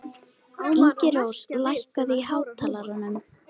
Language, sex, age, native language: Icelandic, female, 13, Icelandic